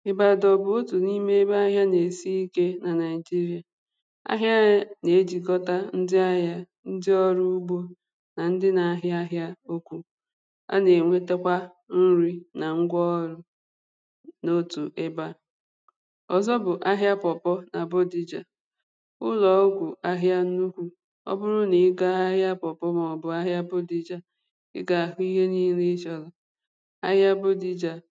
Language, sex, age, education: Igbo, female, 30-45, primary